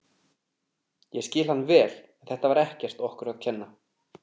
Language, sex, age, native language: Icelandic, male, 30-39, Icelandic